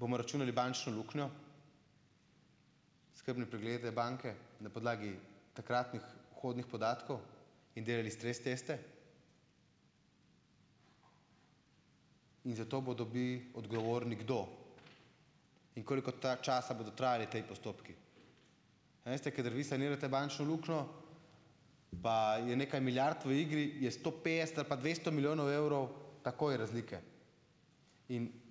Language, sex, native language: Slovenian, male, Slovenian